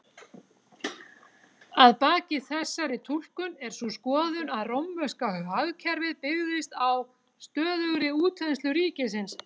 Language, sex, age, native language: Icelandic, female, 40-49, Icelandic